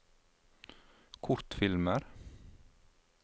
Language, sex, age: Norwegian, male, 52